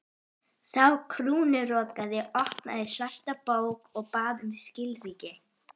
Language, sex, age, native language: Icelandic, female, 12, Icelandic